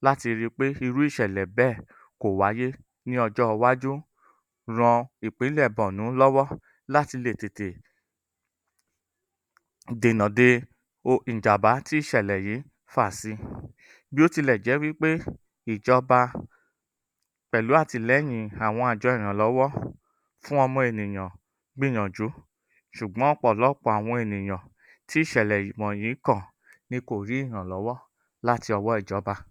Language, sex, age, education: Yoruba, male, 30-45, tertiary